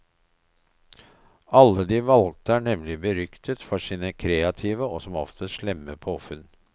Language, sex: Norwegian, male